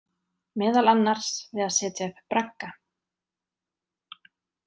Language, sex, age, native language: Icelandic, female, 30-39, Icelandic